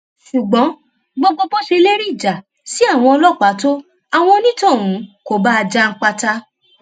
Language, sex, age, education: Yoruba, female, 15-29, tertiary